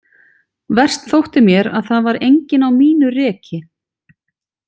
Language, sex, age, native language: Icelandic, female, 40-49, Icelandic